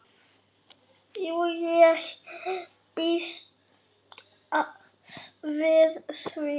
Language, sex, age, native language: Icelandic, male, 6, Icelandic